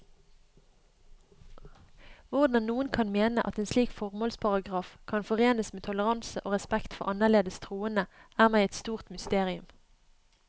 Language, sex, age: Norwegian, female, 31